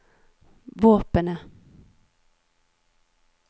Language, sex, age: Norwegian, female, 39